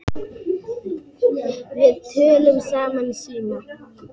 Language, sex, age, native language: Icelandic, female, 8, Icelandic